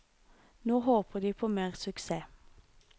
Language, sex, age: Norwegian, female, 26